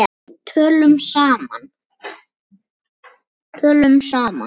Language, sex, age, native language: Icelandic, male, 10, Icelandic